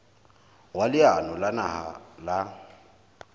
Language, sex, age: Southern Sotho, male, 26